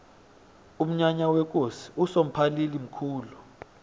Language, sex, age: South Ndebele, male, 21